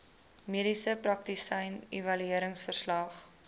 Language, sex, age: Afrikaans, female, 20